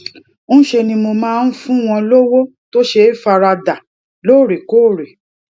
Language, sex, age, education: Yoruba, female, 30-45, tertiary